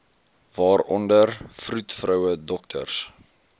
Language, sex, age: Afrikaans, male, 20